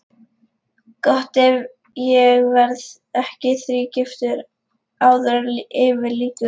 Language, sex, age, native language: Icelandic, female, 11, Lithuanian